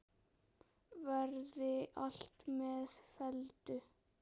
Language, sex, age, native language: Icelandic, male, 10, Icelandic